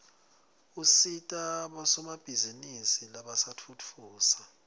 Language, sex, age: Swati, male, 20